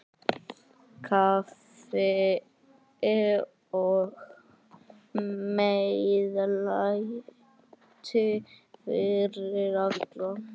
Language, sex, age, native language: Icelandic, male, 9, Icelandic